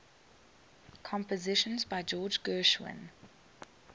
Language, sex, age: English, female, 21